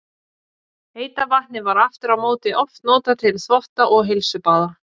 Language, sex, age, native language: Icelandic, female, 20-29, Icelandic